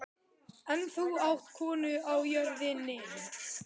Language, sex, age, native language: Icelandic, male, 12, Icelandic